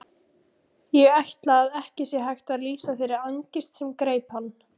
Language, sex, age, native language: Icelandic, female, 18-19, Icelandic